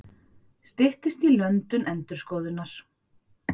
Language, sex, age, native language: Icelandic, female, 40-49, Icelandic